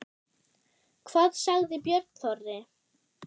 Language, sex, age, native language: Icelandic, female, 10, German